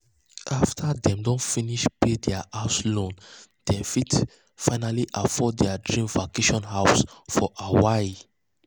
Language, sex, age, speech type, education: Nigerian Pidgin, male, 15-29, spontaneous, tertiary